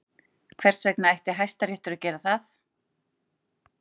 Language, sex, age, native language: Icelandic, female, 40-49, Icelandic